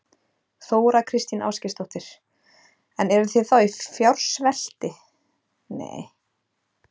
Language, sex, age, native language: Icelandic, female, 30-39, Icelandic